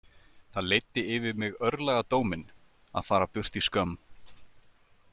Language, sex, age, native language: Icelandic, male, 30-39, Icelandic